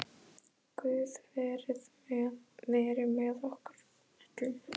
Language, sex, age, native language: Icelandic, female, 10, Icelandic